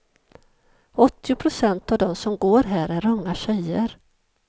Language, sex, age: Swedish, female, 51